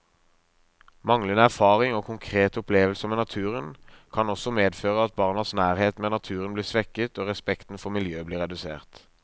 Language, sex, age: Norwegian, male, 23